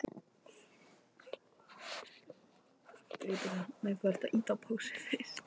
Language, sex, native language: Icelandic, female, Icelandic